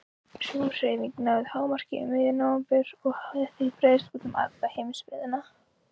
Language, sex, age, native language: Icelandic, female, 16, Icelandic